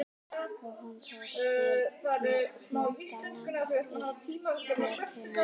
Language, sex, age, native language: Icelandic, female, 12, Icelandic